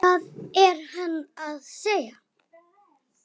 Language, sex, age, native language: Icelandic, female, 9, Icelandic